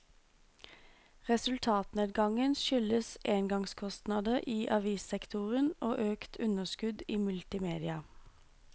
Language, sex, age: Norwegian, female, 26